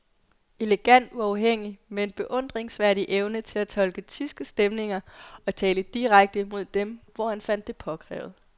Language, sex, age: Danish, female, 22